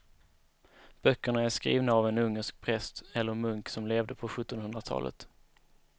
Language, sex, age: Swedish, male, 19